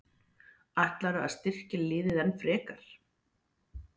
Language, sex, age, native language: Icelandic, female, 40-49, Icelandic